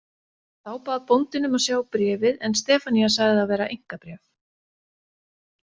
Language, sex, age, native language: Icelandic, female, 40-49, Icelandic